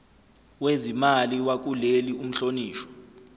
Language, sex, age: Zulu, male, 25